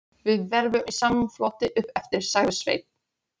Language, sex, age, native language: Icelandic, female, 16, Polish